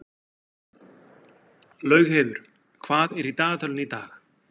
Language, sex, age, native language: Icelandic, male, 40-49, Icelandic